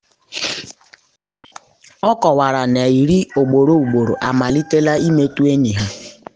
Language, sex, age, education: Igbo, female, 15-29, tertiary